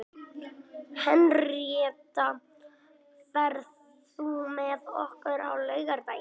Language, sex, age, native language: Icelandic, male, 18-19, Icelandic